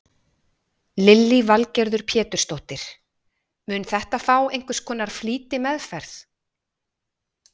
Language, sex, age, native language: Icelandic, female, 40-49, Icelandic